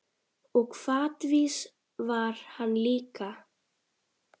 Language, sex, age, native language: Icelandic, female, 10, Icelandic